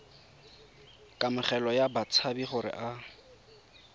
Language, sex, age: Tswana, male, 22